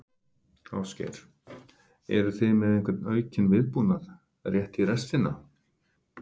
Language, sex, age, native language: Icelandic, male, 50-59, Icelandic